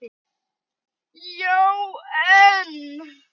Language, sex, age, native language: Icelandic, male, 9, Icelandic